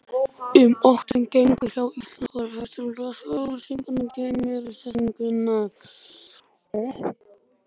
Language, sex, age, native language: Icelandic, male, 20-29, Icelandic